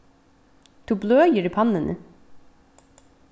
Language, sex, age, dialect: Faroese, female, 15-35, Vágar